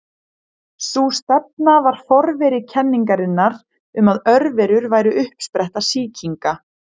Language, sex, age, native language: Icelandic, female, 20-29, Icelandic